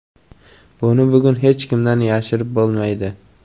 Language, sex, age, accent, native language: Uzbek, male, 18-24, Samarqand, Uzbek